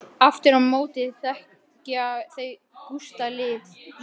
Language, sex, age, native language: Icelandic, male, 12, Icelandic